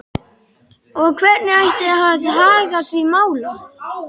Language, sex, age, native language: Icelandic, male, 12, Icelandic